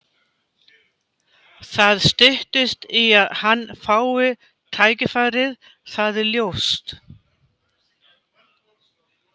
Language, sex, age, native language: Icelandic, female, 50-59, Icelandic